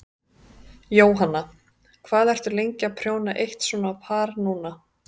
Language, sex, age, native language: Icelandic, female, 30-39, Icelandic